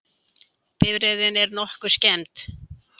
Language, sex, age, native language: Icelandic, female, 70-79, Icelandic